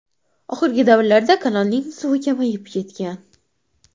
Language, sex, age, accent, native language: Uzbek, female, 12-17, Xorazm, Uzbek